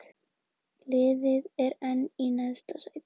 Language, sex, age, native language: Icelandic, female, 20-29, Icelandic